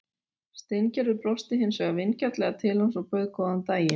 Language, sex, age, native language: Icelandic, female, 40-49, Icelandic